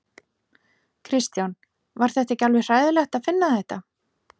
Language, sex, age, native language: Icelandic, female, 40-49, Icelandic